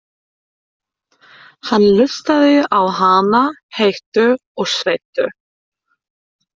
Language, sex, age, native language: Icelandic, female, 30-39, German